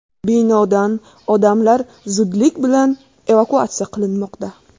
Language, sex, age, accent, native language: Uzbek, female, 18-24, Buxoro, Uzbek